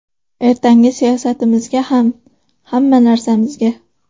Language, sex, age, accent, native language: Uzbek, female, 18-24, Farg'ona, Uzbek